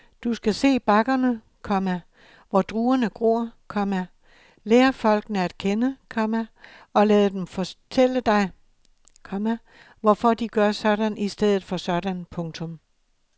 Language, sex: Danish, male